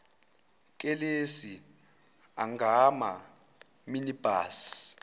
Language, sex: Zulu, male